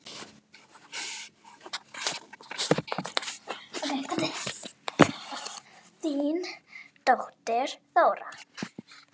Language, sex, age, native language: Icelandic, female, 10, Icelandic